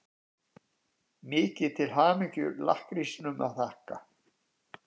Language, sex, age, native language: Icelandic, male, 50-59, Icelandic